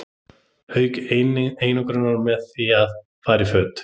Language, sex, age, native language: Icelandic, male, 30-39, Icelandic